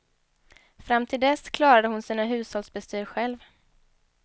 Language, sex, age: Swedish, female, 23